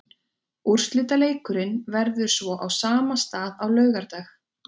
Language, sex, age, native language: Icelandic, female, 20-29, Icelandic